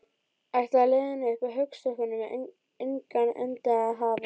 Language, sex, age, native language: Icelandic, female, 12, Icelandic